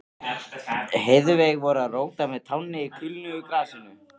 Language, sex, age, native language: Icelandic, male, 13, Icelandic